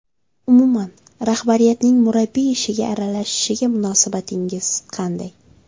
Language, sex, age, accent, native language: Uzbek, female, 25-34, Surxondaryo, Uzbek